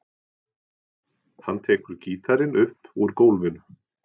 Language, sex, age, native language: Icelandic, male, 40-49, Norwegian